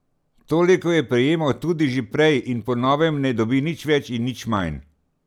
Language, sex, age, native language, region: Slovenian, male, 60+, Slovenian, Central Slovenia